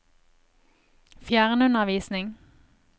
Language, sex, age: Norwegian, female, 25